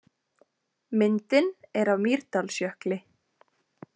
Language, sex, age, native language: Icelandic, female, 20-29, Icelandic